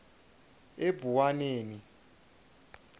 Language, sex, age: South Ndebele, male, 22